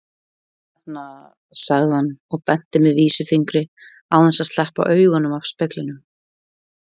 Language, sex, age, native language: Icelandic, female, 20-29, Icelandic